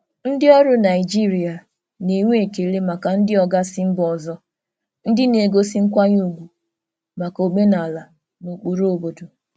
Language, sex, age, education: Igbo, male, 30-45, tertiary